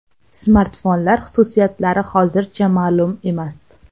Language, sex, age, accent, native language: Uzbek, female, 18-24, Toshkent shahri, Uzbek